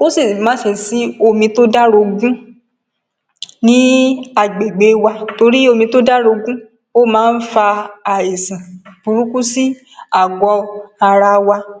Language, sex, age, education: Yoruba, female, 46-60, secondary